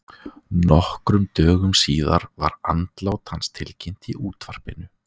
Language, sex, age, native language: Icelandic, male, 20-29, Icelandic